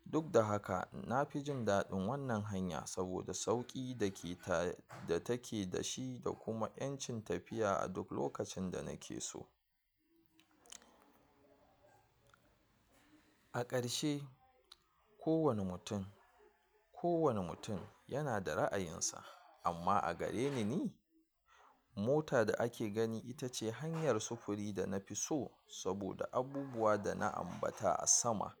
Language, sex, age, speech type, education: Hausa, male, 46-60, spontaneous, tertiary